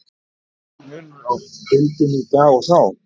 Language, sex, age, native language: Icelandic, male, 50-59, Icelandic